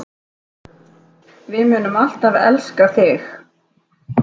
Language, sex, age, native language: Icelandic, female, 10, Icelandic